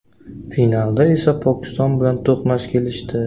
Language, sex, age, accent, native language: Uzbek, male, 25-34, Samarqand, Uzbek